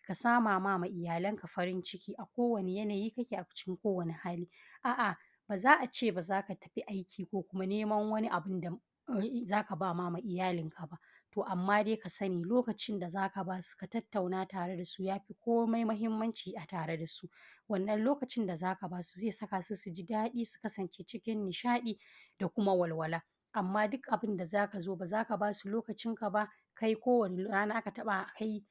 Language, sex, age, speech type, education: Hausa, female, 30-45, spontaneous, primary